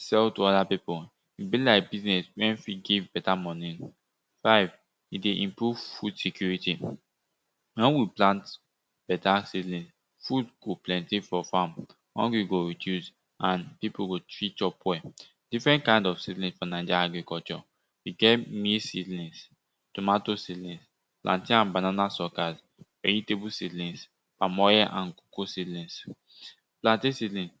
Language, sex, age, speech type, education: Nigerian Pidgin, male, 15-29, spontaneous, tertiary